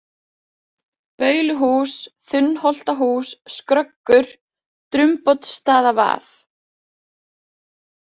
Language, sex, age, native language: Icelandic, female, 20-29, Icelandic